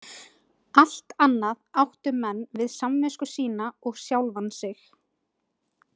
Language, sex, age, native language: Icelandic, female, 20-29, Icelandic